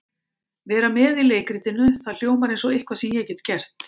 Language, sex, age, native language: Icelandic, female, 50-59, Icelandic